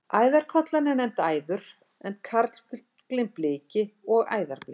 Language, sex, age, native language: Icelandic, female, 60-69, Icelandic